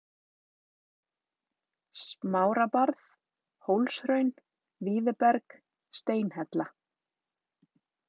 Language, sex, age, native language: Icelandic, female, 30-39, Icelandic